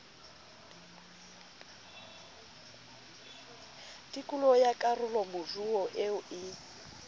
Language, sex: Southern Sotho, female